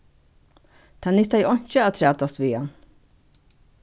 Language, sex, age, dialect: Faroese, female, 61+, Suðurstreymoy